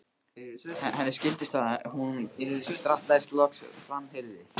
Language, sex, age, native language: Icelandic, male, 15, Icelandic